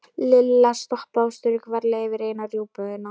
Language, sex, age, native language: Icelandic, female, 11, Polish